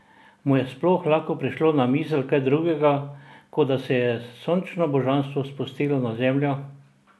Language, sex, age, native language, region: Slovenian, male, 60+, Slovenian, Drava region